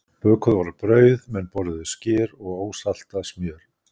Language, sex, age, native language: Icelandic, male, 60-69, Icelandic